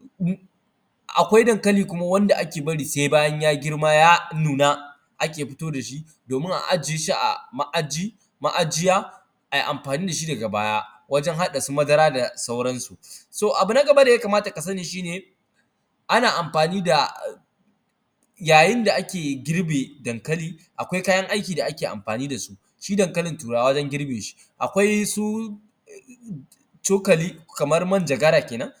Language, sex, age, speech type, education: Hausa, male, 15-29, spontaneous, primary